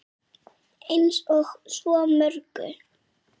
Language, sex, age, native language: Icelandic, female, 7, Icelandic